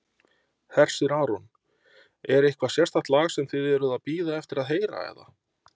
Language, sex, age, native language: Icelandic, male, 30-39, Icelandic